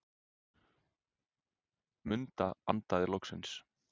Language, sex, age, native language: Icelandic, male, 30-39, Icelandic